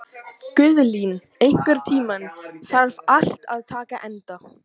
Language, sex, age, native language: Icelandic, male, 18-19, Icelandic